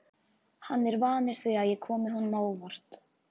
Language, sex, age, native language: Icelandic, female, 14, Icelandic